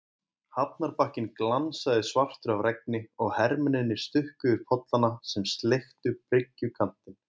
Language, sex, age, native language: Icelandic, male, 20-29, Icelandic